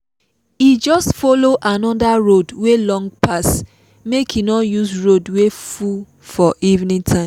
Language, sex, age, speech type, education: Nigerian Pidgin, female, 15-29, spontaneous, tertiary